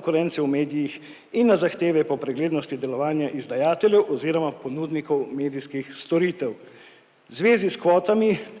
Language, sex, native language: Slovenian, male, Slovenian